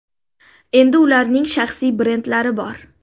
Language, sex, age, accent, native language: Uzbek, female, 19-29, Sirdaryo, Uzbek